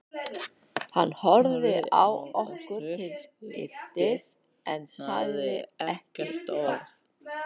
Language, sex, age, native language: Icelandic, male, 12, Icelandic